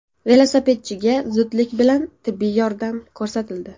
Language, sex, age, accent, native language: Uzbek, female, 18-24, Farg'ona, Uzbek